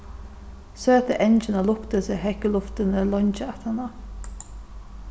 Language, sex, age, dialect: Faroese, female, 36-60, Suðurstreymoy